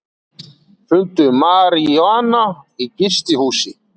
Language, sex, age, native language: Icelandic, male, 40-49, Icelandic